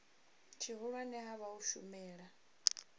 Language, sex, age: Venda, female, 34